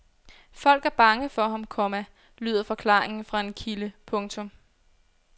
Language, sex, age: Danish, female, 22